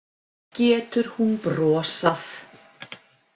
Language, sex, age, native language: Icelandic, female, 50-59, Icelandic